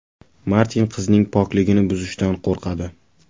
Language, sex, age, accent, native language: Uzbek, male, 18-24, Toshkent viloyati, Uzbek